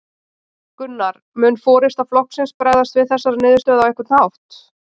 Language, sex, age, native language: Icelandic, female, 30-39, Icelandic